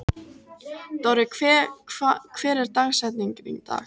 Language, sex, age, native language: Icelandic, female, 18-19, Icelandic